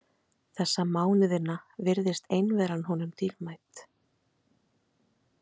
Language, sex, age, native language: Icelandic, female, 30-39, Icelandic